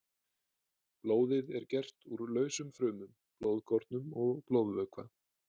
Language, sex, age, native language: Icelandic, male, 30-39, Icelandic